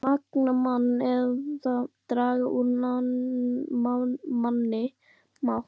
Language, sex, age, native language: Icelandic, female, 12, Icelandic